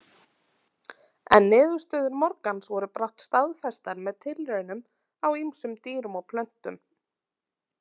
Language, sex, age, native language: Icelandic, female, 30-39, Icelandic